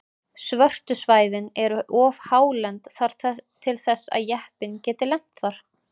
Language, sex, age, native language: Icelandic, female, 30-39, Icelandic